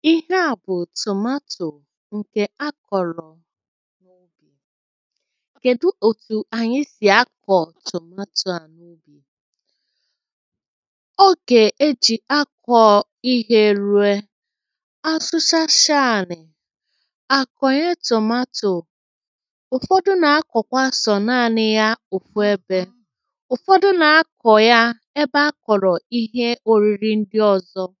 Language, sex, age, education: Igbo, female, 30-45, tertiary